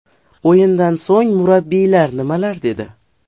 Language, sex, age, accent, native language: Uzbek, male, 12-17, Farg'ona, Uzbek